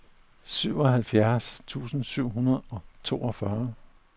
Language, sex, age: Danish, male, 41